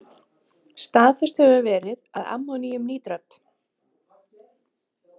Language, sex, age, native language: Icelandic, female, 20-29, Icelandic